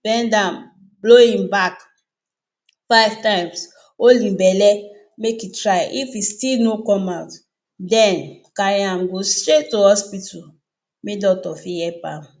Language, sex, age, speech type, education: Nigerian Pidgin, female, 30-45, spontaneous, tertiary